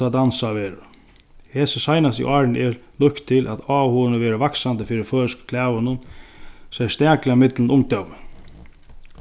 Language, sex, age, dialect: Faroese, male, 36-60, Sandoy